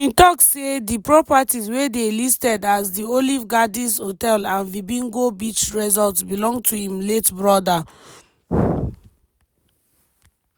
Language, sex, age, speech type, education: Nigerian Pidgin, female, 15-29, spontaneous, tertiary